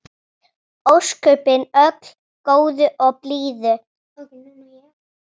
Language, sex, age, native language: Icelandic, female, 6, Icelandic